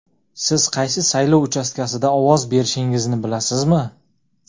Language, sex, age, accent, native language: Uzbek, male, 25-34, Jizzax, Uzbek